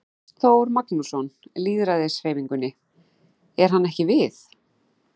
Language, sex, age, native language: Icelandic, female, 40-49, Icelandic